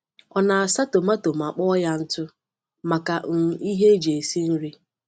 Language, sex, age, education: Igbo, female, 30-45, tertiary